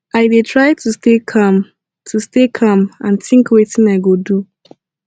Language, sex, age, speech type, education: Nigerian Pidgin, female, 15-29, spontaneous, tertiary